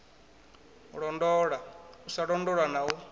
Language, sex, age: Venda, male, 21